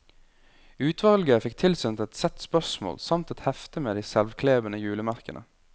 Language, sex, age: Norwegian, male, 21